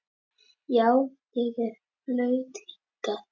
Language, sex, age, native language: Icelandic, female, 10, Icelandic